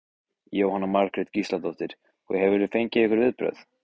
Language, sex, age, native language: Icelandic, male, 15, Icelandic